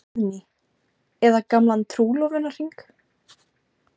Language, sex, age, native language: Icelandic, female, 20-29, Icelandic